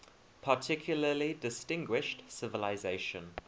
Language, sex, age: English, male, 21